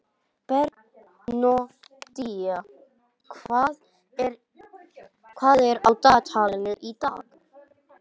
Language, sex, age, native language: Icelandic, male, 18-19, Icelandic